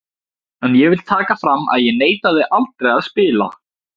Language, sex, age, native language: Icelandic, male, 17, Icelandic